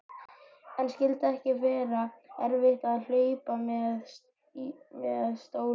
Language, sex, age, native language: Icelandic, male, 12, Icelandic